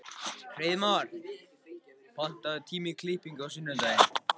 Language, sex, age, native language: Icelandic, male, 14, Icelandic